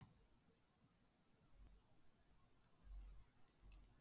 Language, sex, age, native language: Icelandic, male, 60-69, Icelandic